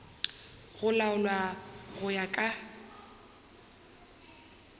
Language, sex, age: Northern Sotho, female, 21